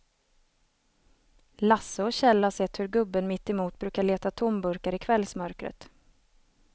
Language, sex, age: Swedish, female, 27